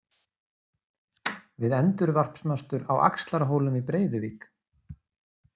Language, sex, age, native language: Icelandic, male, 30-39, Icelandic